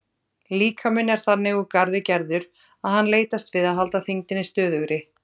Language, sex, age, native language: Icelandic, female, 30-39, Icelandic